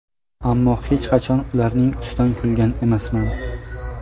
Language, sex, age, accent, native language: Uzbek, male, 18-24, Jizzax, Uzbek